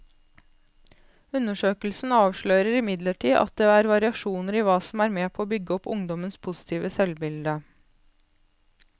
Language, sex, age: Norwegian, female, 28